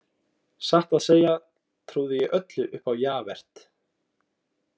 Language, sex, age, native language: Icelandic, male, 20-29, Icelandic